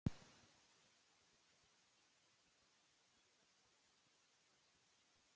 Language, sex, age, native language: Icelandic, female, 18-19, Icelandic